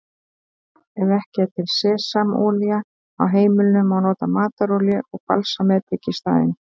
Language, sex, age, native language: Icelandic, female, 30-39, Icelandic